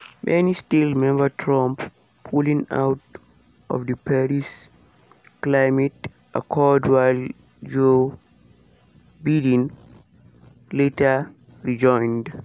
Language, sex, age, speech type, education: Nigerian Pidgin, male, 15-29, spontaneous, secondary